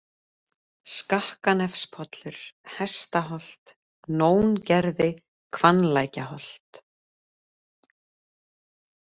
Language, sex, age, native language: Icelandic, female, 30-39, Icelandic